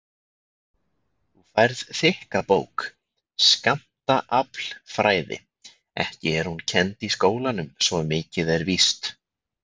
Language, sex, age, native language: Icelandic, male, 20-29, Icelandic